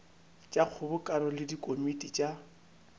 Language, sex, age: Northern Sotho, male, 25